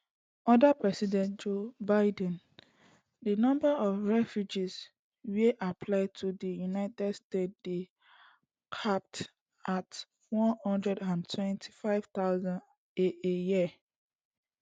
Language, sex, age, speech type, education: Nigerian Pidgin, female, 15-29, spontaneous, secondary